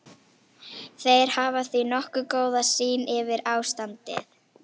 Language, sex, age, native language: Icelandic, female, 18-19, Icelandic